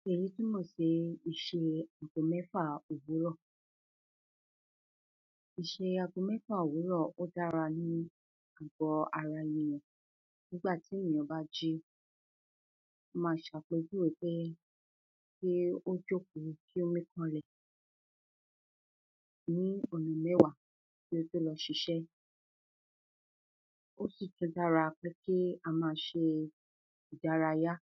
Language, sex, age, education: Yoruba, female, 15-29, tertiary